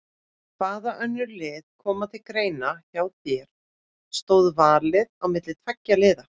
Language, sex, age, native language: Icelandic, female, 30-39, Icelandic